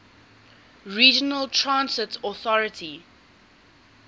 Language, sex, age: English, female, 20